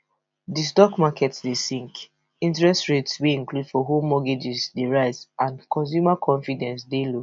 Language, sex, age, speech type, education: Nigerian Pidgin, female, 15-29, spontaneous, tertiary